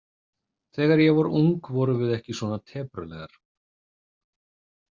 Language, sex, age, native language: Icelandic, male, 30-39, Icelandic